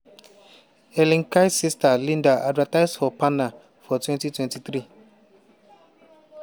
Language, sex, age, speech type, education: Nigerian Pidgin, male, 15-29, spontaneous, tertiary